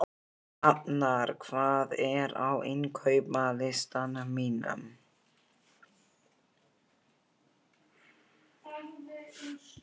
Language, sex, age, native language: Icelandic, female, 11, Icelandic